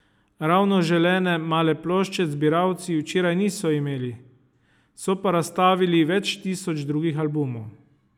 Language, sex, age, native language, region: Slovenian, male, 30-49, Slovenian, Savinja region